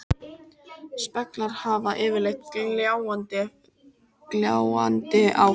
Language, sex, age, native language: Icelandic, female, 18-19, Icelandic